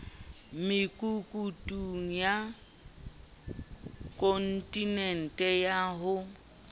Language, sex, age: Southern Sotho, female, 29